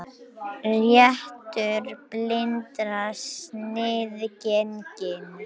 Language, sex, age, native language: Icelandic, other, 18-19, Icelandic